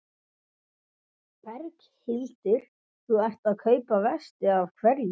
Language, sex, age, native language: Icelandic, male, 11, Icelandic